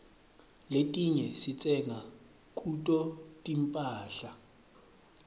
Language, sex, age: Swati, male, 23